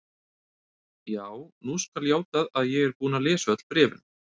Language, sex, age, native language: Icelandic, male, 30-39, Icelandic